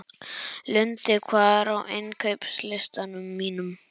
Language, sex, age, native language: Icelandic, male, 11, Icelandic